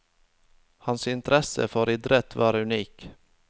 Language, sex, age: Norwegian, male, 25